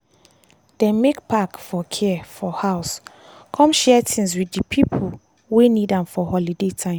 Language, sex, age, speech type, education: Nigerian Pidgin, female, 15-29, spontaneous, tertiary